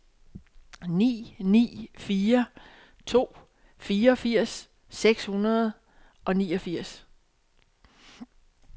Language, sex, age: Danish, female, 62